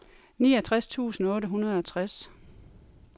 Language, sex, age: Danish, female, 42